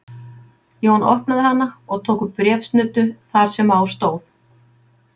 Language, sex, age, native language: Icelandic, female, 50-59, Icelandic